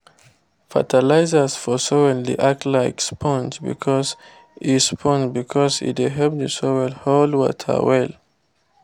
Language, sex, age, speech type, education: Nigerian Pidgin, male, 15-29, spontaneous, tertiary